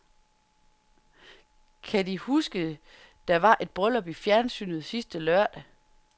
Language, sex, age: Danish, female, 30